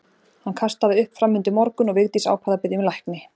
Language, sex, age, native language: Icelandic, female, 40-49, Icelandic